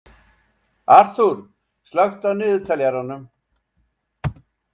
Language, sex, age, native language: Icelandic, male, 70-79, Icelandic